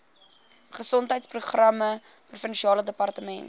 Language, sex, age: Afrikaans, female, 21